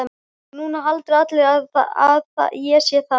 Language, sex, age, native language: Icelandic, female, 12, Icelandic